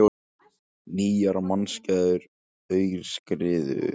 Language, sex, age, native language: Icelandic, male, 18-19, Icelandic